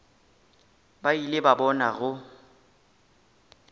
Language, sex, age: Northern Sotho, male, 19